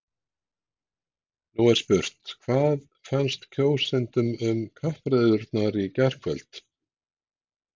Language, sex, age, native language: Icelandic, male, 60-69, Icelandic